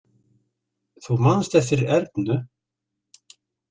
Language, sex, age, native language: Icelandic, male, 60-69, Icelandic